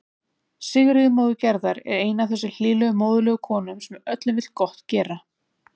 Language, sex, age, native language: Icelandic, female, 30-39, Icelandic